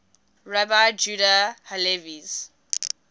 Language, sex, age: English, female, 20